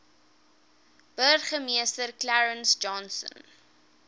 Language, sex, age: Afrikaans, female, 18